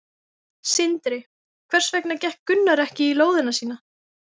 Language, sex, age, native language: Icelandic, female, 18-19, Icelandic